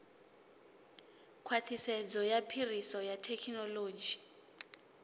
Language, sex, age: Venda, female, 25